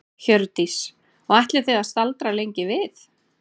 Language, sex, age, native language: Icelandic, female, 30-39, Icelandic